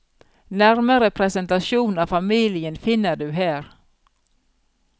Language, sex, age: Norwegian, female, 42